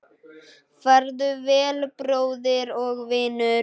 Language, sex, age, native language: Icelandic, male, 9, Icelandic